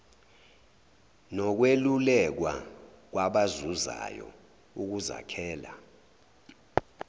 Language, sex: Zulu, male